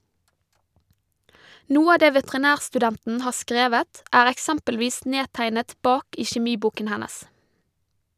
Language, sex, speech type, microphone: Norwegian, female, read, Shure